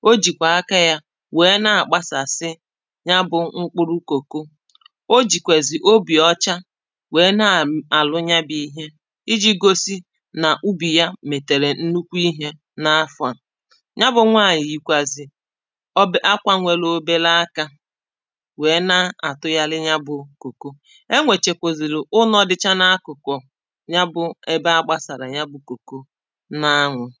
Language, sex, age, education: Igbo, female, 30-45, primary